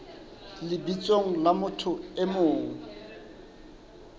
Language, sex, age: Southern Sotho, male, 29